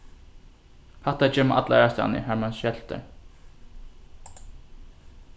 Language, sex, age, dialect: Faroese, male, 15-35, Norðurstreymoy/Eysturoy